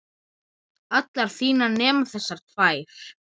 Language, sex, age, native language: Icelandic, female, 10, Icelandic